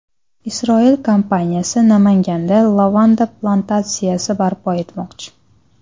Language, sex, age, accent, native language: Uzbek, female, 19-29, Namangan, Uzbek